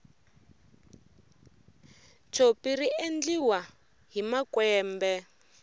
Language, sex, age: Tsonga, female, 24